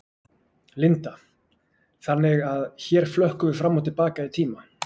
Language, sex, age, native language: Icelandic, male, 20-29, Icelandic